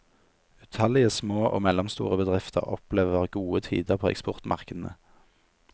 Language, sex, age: Norwegian, male, 27